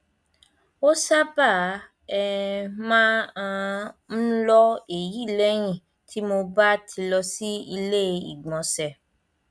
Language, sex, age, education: Yoruba, female, 15-29, primary